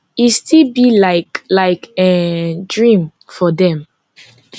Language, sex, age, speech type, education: Nigerian Pidgin, female, 15-29, spontaneous, tertiary